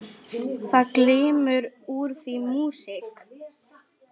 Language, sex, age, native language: Icelandic, female, 10, Lithuanian